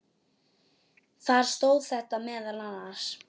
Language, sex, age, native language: Icelandic, male, 9, Icelandic